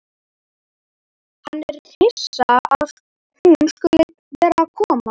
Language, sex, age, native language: Icelandic, male, 11, Icelandic